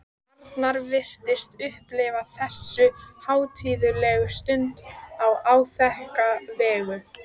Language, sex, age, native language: Icelandic, female, 14, Icelandic